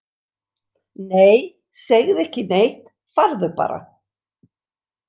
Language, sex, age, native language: Icelandic, female, 60-69, Icelandic